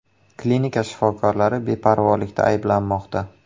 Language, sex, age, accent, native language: Uzbek, male, 18-24, Buxoro, Uzbek